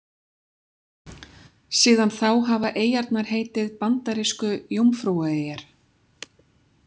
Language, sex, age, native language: Icelandic, female, 40-49, Icelandic